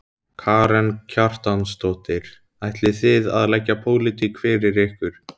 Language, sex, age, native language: Icelandic, male, 17, Icelandic